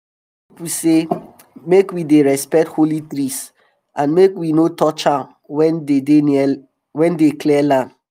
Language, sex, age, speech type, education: Nigerian Pidgin, male, 30-45, spontaneous, tertiary